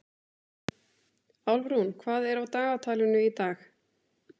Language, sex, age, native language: Icelandic, female, 30-39, Icelandic